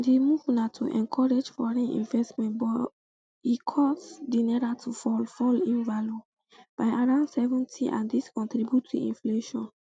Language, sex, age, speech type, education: Nigerian Pidgin, female, 15-29, spontaneous, secondary